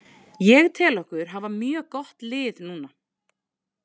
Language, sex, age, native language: Icelandic, female, 20-29, Icelandic